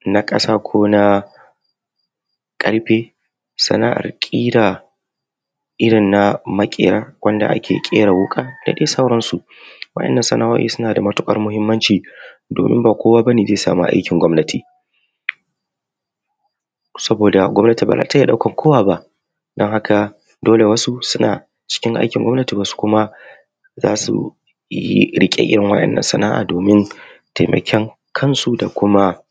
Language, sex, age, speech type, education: Hausa, male, 30-45, spontaneous, tertiary